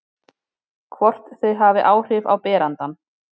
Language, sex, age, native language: Icelandic, female, 30-39, Icelandic